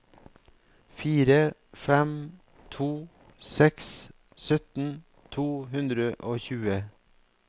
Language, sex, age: Norwegian, male, 44